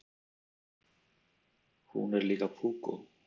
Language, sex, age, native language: Icelandic, male, 30-39, Icelandic